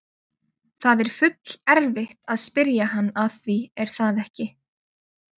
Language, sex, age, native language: Icelandic, female, 20-29, Icelandic